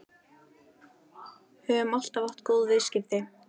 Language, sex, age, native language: Icelandic, female, 13, Icelandic